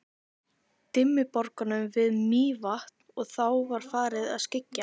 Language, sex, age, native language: Icelandic, female, 12, Icelandic